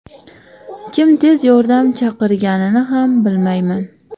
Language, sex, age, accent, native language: Uzbek, female, 18-24, Samarqand, Uzbek